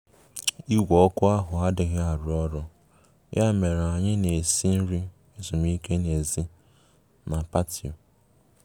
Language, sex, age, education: Igbo, male, 15-29, tertiary